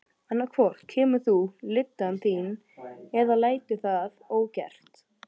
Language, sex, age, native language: Icelandic, male, 12, Icelandic